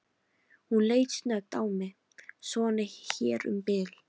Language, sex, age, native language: Icelandic, female, 13, Icelandic